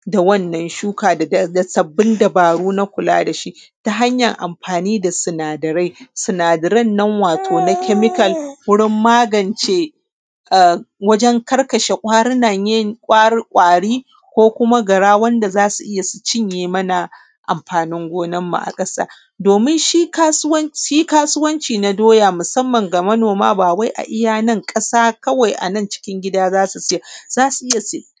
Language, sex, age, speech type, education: Hausa, female, 30-45, spontaneous, primary